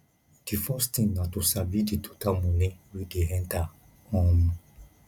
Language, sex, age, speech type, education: Nigerian Pidgin, male, 15-29, spontaneous, tertiary